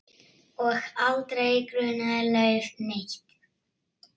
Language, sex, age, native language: Icelandic, male, 6, Icelandic